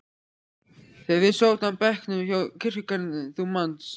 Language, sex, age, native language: Icelandic, male, 14, Icelandic